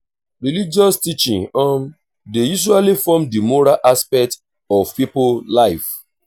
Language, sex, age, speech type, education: Nigerian Pidgin, male, 30-45, spontaneous, tertiary